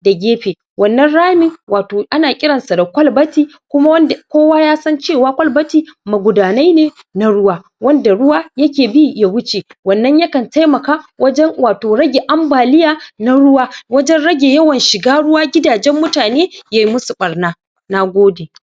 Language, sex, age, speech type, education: Hausa, male, 15-29, spontaneous, secondary